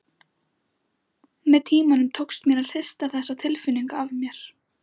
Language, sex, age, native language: Icelandic, female, 11, Icelandic